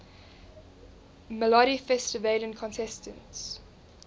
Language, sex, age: English, female, 20